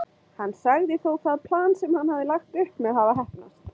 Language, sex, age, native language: Icelandic, female, 20-29, Icelandic